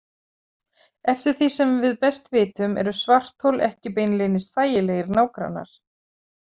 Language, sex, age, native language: Icelandic, female, 40-49, Icelandic